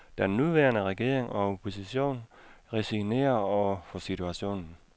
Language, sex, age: Danish, male, 56